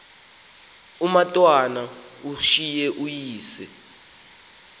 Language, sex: Xhosa, male